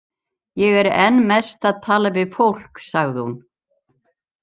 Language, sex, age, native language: Icelandic, female, 70-79, Icelandic